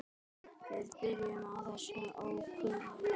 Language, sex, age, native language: Icelandic, male, 10, Icelandic